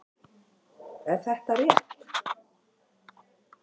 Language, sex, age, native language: Icelandic, female, 50-59, Icelandic